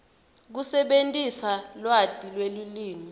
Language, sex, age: Swati, female, 22